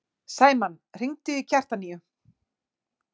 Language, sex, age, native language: Icelandic, female, 40-49, Icelandic